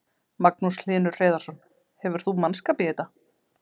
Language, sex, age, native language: Icelandic, female, 30-39, Icelandic